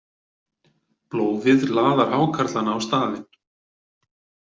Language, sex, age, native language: Icelandic, male, 40-49, Icelandic